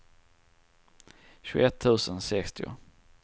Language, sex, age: Swedish, male, 34